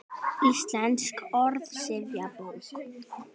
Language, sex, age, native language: Icelandic, female, 18-19, Icelandic